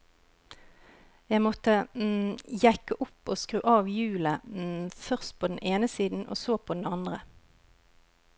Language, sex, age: Norwegian, female, 41